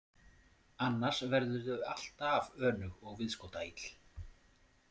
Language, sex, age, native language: Icelandic, male, 40-49, Icelandic